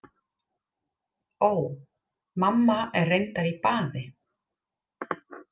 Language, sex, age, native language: Icelandic, female, 30-39, Icelandic